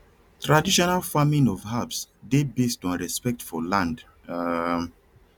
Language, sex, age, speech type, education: Nigerian Pidgin, male, 30-45, spontaneous, tertiary